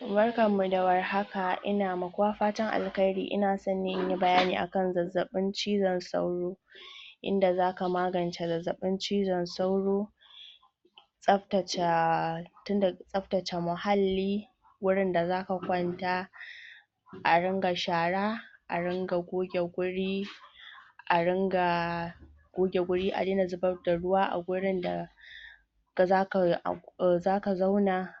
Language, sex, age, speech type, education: Hausa, female, 30-45, spontaneous, tertiary